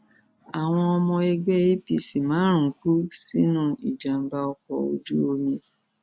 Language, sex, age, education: Yoruba, female, 46-60, tertiary